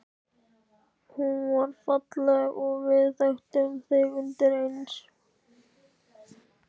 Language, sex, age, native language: Icelandic, male, 13, Icelandic